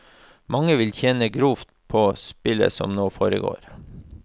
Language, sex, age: Norwegian, male, 36